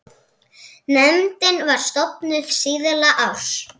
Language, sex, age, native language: Icelandic, female, 7, Icelandic